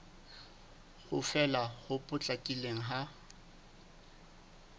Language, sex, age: Southern Sotho, male, 29